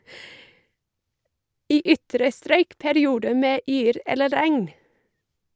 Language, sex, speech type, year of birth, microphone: Norwegian, female, read, 1985, Shure